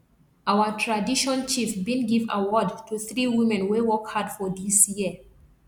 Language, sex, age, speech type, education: Nigerian Pidgin, female, 30-45, spontaneous, tertiary